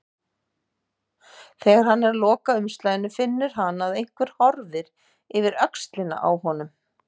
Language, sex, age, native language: Icelandic, female, 50-59, Icelandic